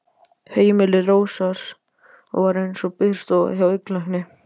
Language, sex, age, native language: Icelandic, male, 12, Icelandic